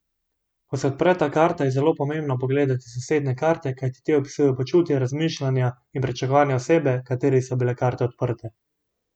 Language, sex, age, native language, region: Slovenian, male, 18-29, Slovenian, Gorenjska region